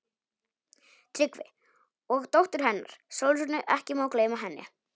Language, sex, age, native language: Icelandic, male, 18-19, Polish